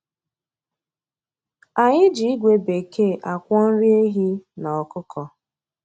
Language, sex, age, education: Igbo, female, 30-45, tertiary